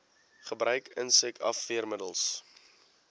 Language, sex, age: Afrikaans, male, 18